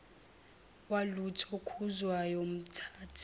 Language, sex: Zulu, female